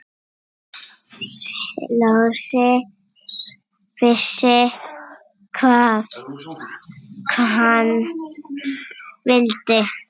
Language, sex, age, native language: Icelandic, female, 7, Icelandic